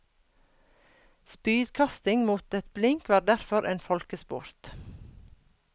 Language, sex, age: Norwegian, female, 42